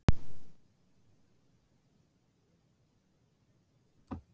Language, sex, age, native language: Icelandic, female, 60-69, Icelandic